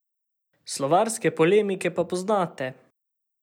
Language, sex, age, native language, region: Slovenian, male, 18-29, Slovenian, Savinja region